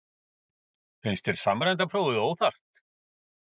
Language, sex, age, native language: Icelandic, male, 50-59, Icelandic